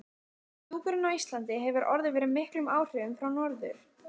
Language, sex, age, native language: Icelandic, male, 14, Icelandic